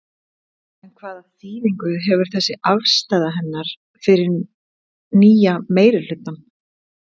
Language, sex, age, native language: Icelandic, female, 30-39, Icelandic